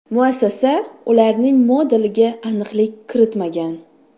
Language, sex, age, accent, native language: Uzbek, female, 19-29, Toshkent shahri, Uzbek